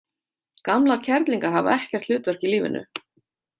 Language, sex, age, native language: Icelandic, female, 30-39, Icelandic